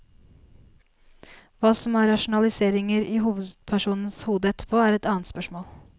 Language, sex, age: Norwegian, female, 19